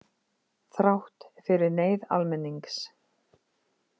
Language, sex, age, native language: Icelandic, female, 50-59, Icelandic